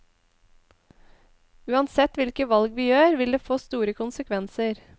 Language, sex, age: Norwegian, female, 21